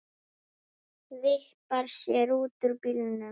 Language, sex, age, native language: Icelandic, female, 9, Icelandic